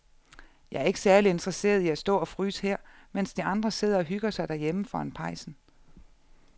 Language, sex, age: Danish, female, 34